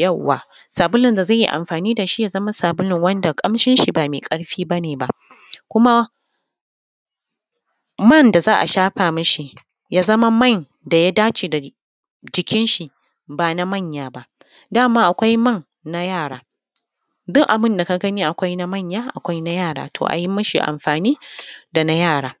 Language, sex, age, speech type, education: Hausa, female, 15-29, spontaneous, tertiary